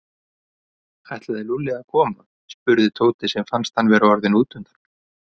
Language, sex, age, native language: Icelandic, male, 30-39, Icelandic